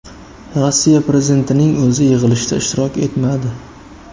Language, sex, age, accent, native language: Uzbek, male, 25-34, Qashqadaryo, Uzbek